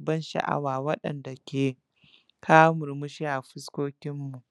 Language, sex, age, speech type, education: Hausa, female, 15-29, spontaneous, tertiary